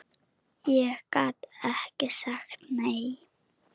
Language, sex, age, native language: Icelandic, female, 9, Icelandic